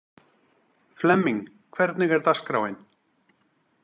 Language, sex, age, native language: Icelandic, male, 40-49, Icelandic